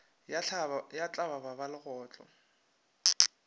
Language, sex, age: Northern Sotho, male, 21